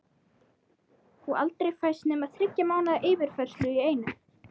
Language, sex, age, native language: Icelandic, male, 13, Icelandic